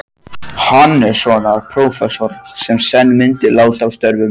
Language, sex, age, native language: Icelandic, male, 14, Icelandic